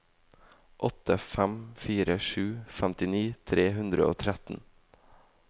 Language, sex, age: Norwegian, male, 18